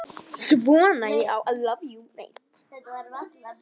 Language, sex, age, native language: Icelandic, female, 9, Icelandic